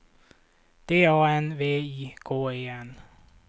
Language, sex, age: Swedish, male, 26